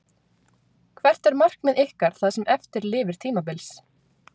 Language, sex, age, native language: Icelandic, female, 20-29, Icelandic